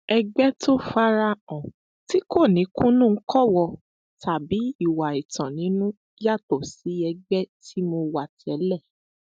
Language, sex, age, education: Yoruba, female, 15-29, tertiary